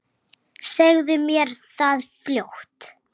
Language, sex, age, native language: Icelandic, female, 9, Icelandic